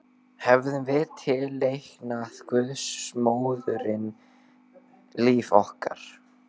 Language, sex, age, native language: Icelandic, male, 12, Icelandic